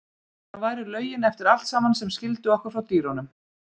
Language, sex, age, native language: Icelandic, female, 30-39, Icelandic